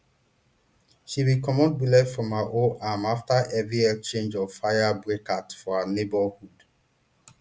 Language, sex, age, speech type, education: Nigerian Pidgin, male, 30-45, spontaneous, tertiary